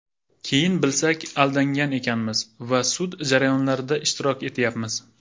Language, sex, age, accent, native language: Uzbek, male, 19-29, Jizzax, Uzbek